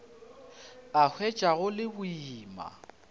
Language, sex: Northern Sotho, male